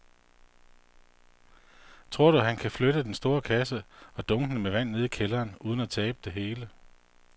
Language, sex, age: Danish, male, 48